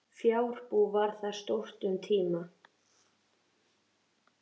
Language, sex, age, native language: Icelandic, female, 13, Icelandic